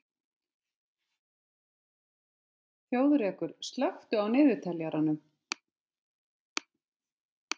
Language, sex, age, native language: Icelandic, female, 50-59, Icelandic